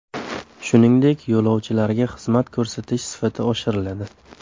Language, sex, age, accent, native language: Uzbek, male, 18-24, Namangan, Uzbek